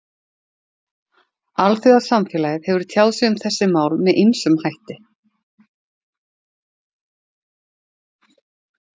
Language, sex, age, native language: Icelandic, female, 40-49, Icelandic